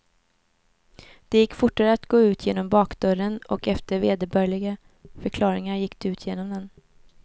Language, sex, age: Swedish, female, 24